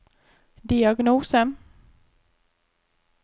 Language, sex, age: Norwegian, female, 34